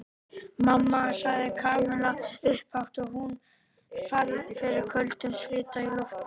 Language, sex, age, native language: Icelandic, male, 18-19, Icelandic